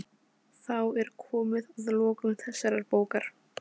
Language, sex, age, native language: Icelandic, female, 15, Polish